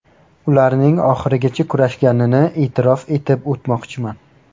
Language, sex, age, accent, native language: Uzbek, male, 18-24, Navoiy, Uzbek